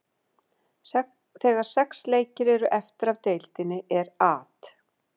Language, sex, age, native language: Icelandic, female, 50-59, Icelandic